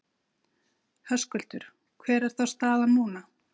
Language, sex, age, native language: Icelandic, female, 50-59, Icelandic